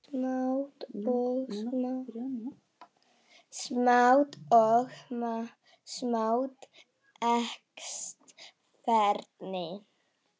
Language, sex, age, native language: Icelandic, male, 7, Icelandic